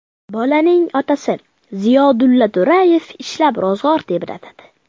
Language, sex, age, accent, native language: Uzbek, male, under 19, Farg'ona, Uzbek